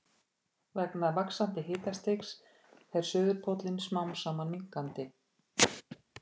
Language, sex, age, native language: Icelandic, female, 50-59, Icelandic